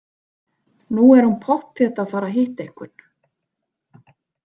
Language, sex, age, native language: Icelandic, female, 40-49, Icelandic